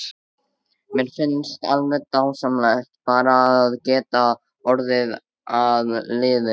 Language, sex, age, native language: Icelandic, male, 13, Icelandic